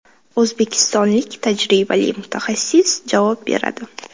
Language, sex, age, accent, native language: Uzbek, female, 19-29, Qashqadaryo, Uzbek